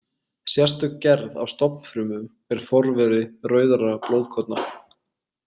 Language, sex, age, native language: Icelandic, male, 20-29, Icelandic